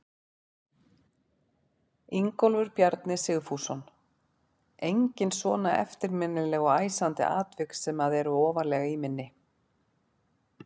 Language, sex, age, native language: Icelandic, female, 40-49, Icelandic